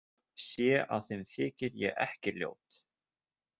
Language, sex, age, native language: Icelandic, male, 20-29, Icelandic